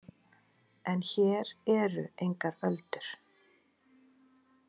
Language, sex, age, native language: Icelandic, female, 40-49, Icelandic